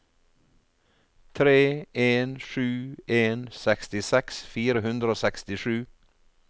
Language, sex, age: Norwegian, male, 48